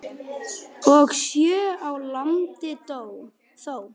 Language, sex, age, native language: Icelandic, male, 9, Icelandic